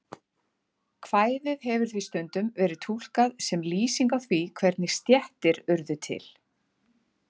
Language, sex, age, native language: Icelandic, female, 40-49, Icelandic